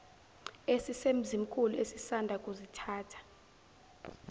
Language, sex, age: Zulu, female, 17